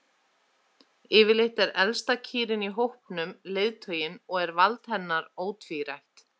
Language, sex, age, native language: Icelandic, female, 30-39, Icelandic